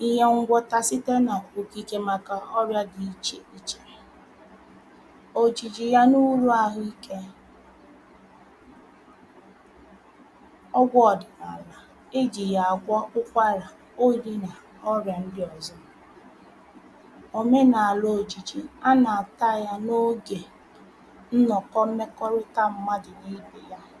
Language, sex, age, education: Igbo, female, 30-45, primary